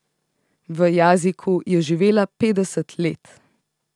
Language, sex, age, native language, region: Slovenian, female, 18-29, Slovenian, Central Slovenia